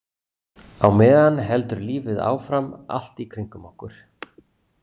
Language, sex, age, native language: Icelandic, male, 40-49, Icelandic